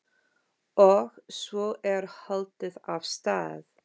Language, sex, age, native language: Icelandic, female, 50-59, English